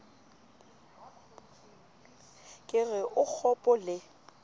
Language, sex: Southern Sotho, female